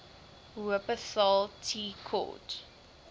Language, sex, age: Afrikaans, female, 20